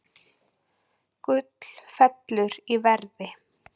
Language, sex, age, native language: Icelandic, female, 40-49, Icelandic